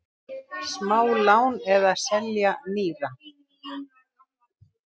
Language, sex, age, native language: Icelandic, female, 60-69, Icelandic